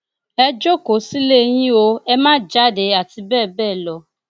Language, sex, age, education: Yoruba, female, 30-45, tertiary